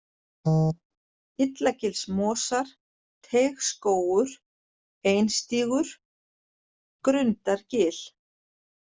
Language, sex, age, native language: Icelandic, female, 40-49, Icelandic